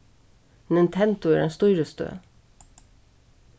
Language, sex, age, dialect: Faroese, female, 36-60, Suðuroy